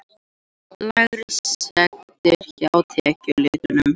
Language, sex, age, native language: Icelandic, other, 18-19, Icelandic